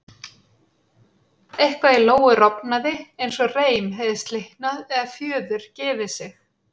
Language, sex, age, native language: Icelandic, female, 30-39, Icelandic